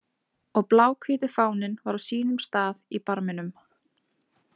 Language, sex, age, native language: Icelandic, female, 20-29, Icelandic